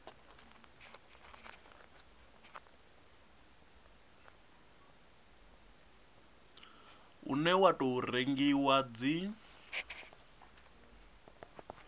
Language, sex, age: Venda, male, 37